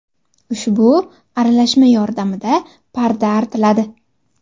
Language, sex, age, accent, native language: Uzbek, female, under 19, Andijon, Uzbek